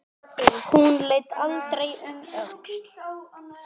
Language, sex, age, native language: Icelandic, male, 9, Icelandic